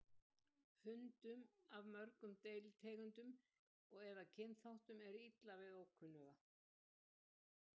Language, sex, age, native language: Icelandic, female, 70-79, Icelandic